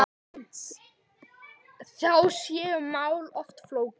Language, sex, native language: Icelandic, male, Icelandic